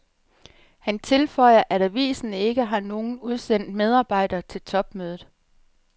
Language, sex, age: Danish, female, 37